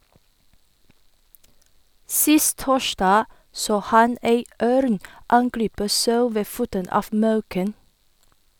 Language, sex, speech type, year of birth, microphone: Norwegian, female, read, 1978, Sennheiser